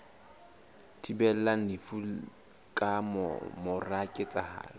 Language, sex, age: Southern Sotho, male, 19